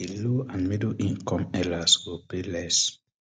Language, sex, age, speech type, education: Nigerian Pidgin, male, 15-29, spontaneous, tertiary